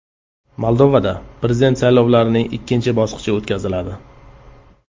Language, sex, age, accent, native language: Uzbek, male, 35+, Qashqadaryo, Uzbek